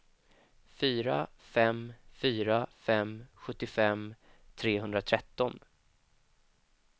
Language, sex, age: Swedish, male, 25